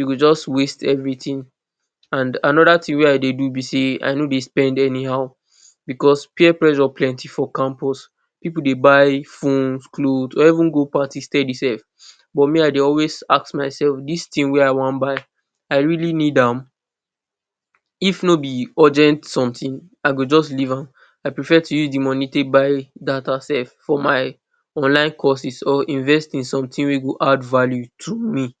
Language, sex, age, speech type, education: Nigerian Pidgin, male, 15-29, spontaneous, tertiary